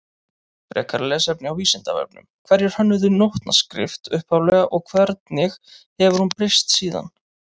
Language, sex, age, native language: Icelandic, male, 30-39, Icelandic